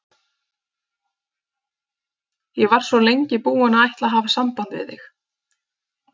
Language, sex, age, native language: Icelandic, female, 30-39, Icelandic